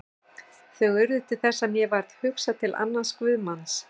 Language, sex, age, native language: Icelandic, female, 60-69, Icelandic